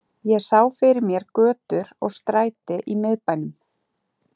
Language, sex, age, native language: Icelandic, female, 40-49, Icelandic